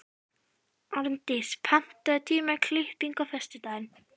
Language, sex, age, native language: Icelandic, female, 12, Icelandic